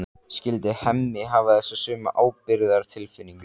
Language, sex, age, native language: Icelandic, male, 13, Icelandic